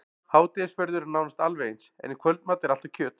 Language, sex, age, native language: Icelandic, male, 40-49, Icelandic